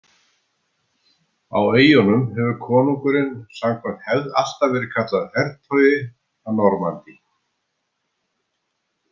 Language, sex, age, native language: Icelandic, male, 70-79, Icelandic